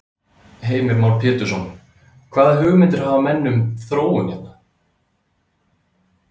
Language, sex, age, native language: Icelandic, male, 30-39, Icelandic